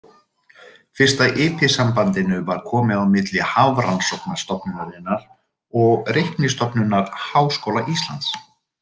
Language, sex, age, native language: Icelandic, male, 30-39, Icelandic